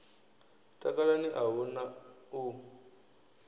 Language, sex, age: Venda, male, 23